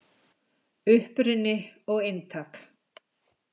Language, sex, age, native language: Icelandic, female, 60-69, Icelandic